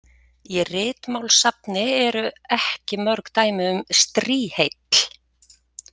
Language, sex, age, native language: Icelandic, female, 40-49, Icelandic